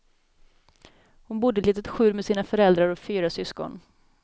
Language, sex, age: Swedish, female, 27